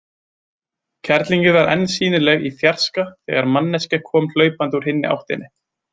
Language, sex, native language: Icelandic, male, Icelandic